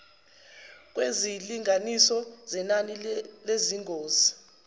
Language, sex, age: Zulu, female, 19